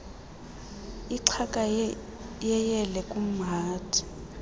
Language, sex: Xhosa, female